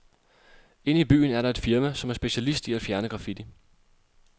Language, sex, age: Danish, male, 26